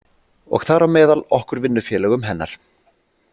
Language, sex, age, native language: Icelandic, male, 40-49, Icelandic